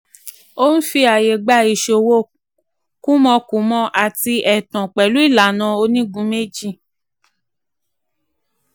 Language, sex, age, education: Yoruba, female, 15-29, tertiary